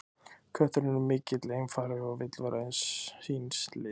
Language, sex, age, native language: Icelandic, male, 20-29, Icelandic